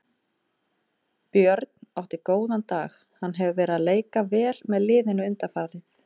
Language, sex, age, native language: Icelandic, female, 30-39, Icelandic